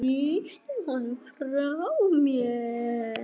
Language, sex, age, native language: Icelandic, female, 8, Icelandic